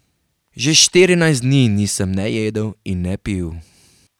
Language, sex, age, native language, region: Slovenian, male, 18-29, Slovenian, Carinthia region